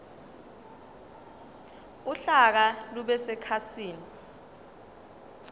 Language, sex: Zulu, female